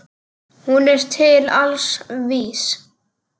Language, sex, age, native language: Icelandic, male, 10, Icelandic